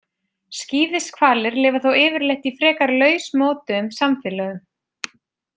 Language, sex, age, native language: Icelandic, female, 30-39, Icelandic